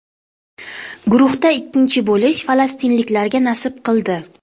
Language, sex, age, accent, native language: Uzbek, female, 25-34, Toshkent viloyati, Uzbek